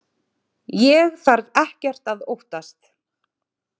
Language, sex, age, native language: Icelandic, female, 30-39, Icelandic